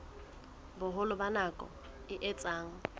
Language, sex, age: Southern Sotho, female, 20